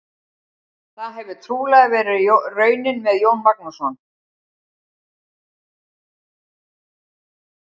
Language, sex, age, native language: Icelandic, female, 60-69, Icelandic